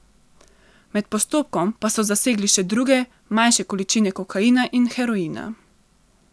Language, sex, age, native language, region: Slovenian, female, 18-29, Slovenian, Central Slovenia